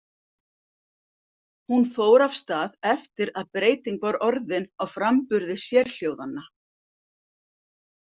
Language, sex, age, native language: Icelandic, female, 50-59, Icelandic